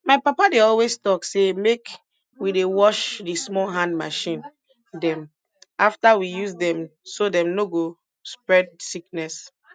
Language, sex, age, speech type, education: Nigerian Pidgin, female, 15-29, spontaneous, tertiary